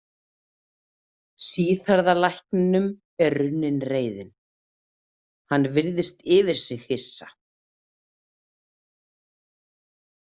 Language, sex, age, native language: Icelandic, female, 30-39, Icelandic